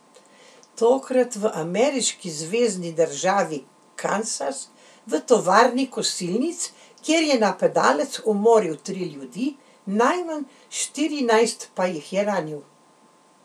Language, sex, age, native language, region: Slovenian, female, 60+, Slovenian, Central Slovenia